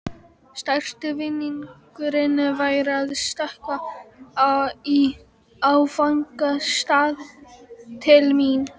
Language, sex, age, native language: Icelandic, female, 12, Icelandic